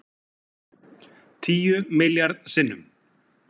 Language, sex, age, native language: Icelandic, male, 40-49, Icelandic